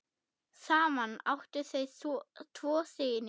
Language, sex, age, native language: Icelandic, female, 8, German